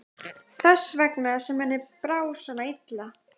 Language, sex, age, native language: Icelandic, male, 14, Icelandic